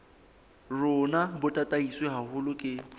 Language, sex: Southern Sotho, male